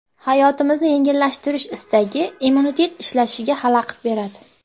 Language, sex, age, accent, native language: Uzbek, female, 18-24, Qashqadaryo, Uzbek